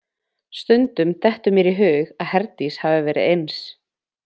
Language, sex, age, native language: Icelandic, female, 20-29, Icelandic